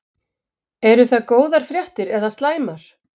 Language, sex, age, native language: Icelandic, female, 50-59, Icelandic